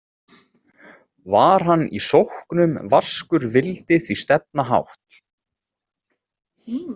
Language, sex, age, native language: Icelandic, male, 30-39, Icelandic